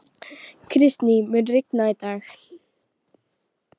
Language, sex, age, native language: Icelandic, female, 12, Icelandic